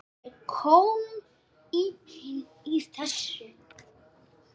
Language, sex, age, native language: Icelandic, female, 10, Icelandic